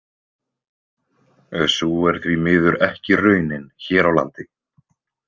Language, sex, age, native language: Icelandic, male, 20-29, Icelandic